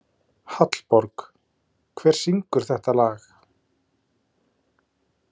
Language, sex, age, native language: Icelandic, male, 30-39, Icelandic